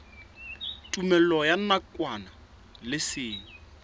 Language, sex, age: Southern Sotho, male, 26